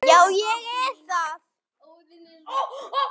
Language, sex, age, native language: Icelandic, male, 9, Icelandic